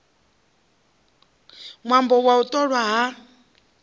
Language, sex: Venda, female